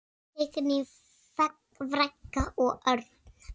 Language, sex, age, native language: Icelandic, female, 6, Icelandic